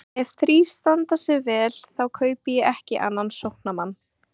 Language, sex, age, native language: Icelandic, female, 18-19, Icelandic